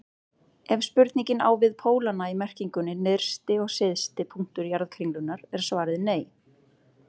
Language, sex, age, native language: Icelandic, female, 30-39, Icelandic